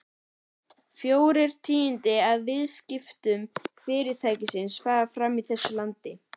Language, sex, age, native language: Icelandic, male, 11, Icelandic